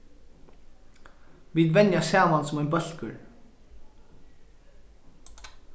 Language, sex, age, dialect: Faroese, male, 15-35, Norðurstreymoy/Eysturoy